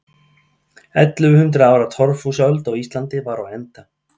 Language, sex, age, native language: Icelandic, male, 30-39, Icelandic